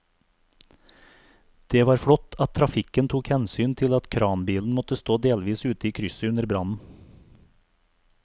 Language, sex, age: Norwegian, male, 42